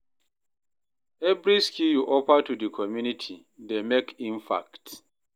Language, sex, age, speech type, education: Nigerian Pidgin, male, 30-45, read, tertiary